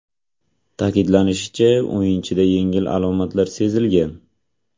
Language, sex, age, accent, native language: Uzbek, male, 18-24, Jizzax, Uzbek